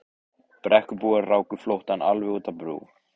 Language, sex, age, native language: Icelandic, male, 15, Icelandic